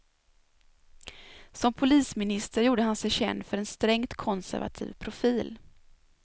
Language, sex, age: Swedish, female, 24